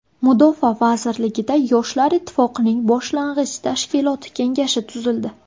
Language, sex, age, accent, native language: Uzbek, female, 19-29, Buxoro, Uzbek